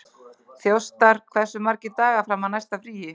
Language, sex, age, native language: Icelandic, female, 11, Icelandic